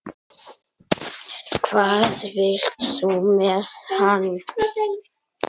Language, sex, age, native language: Icelandic, male, 9, Icelandic